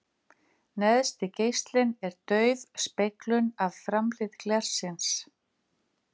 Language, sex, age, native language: Icelandic, female, 50-59, Icelandic